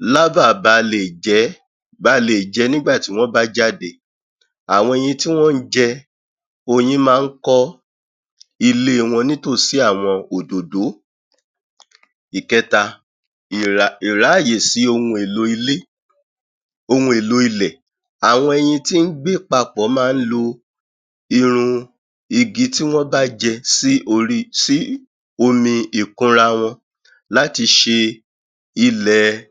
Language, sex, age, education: Yoruba, male, 30-45, tertiary